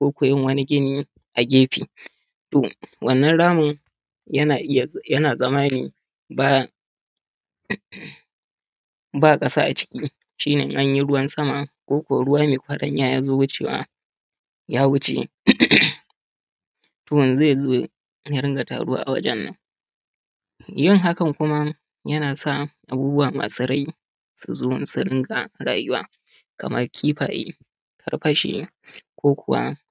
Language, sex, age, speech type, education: Hausa, male, 30-45, spontaneous, tertiary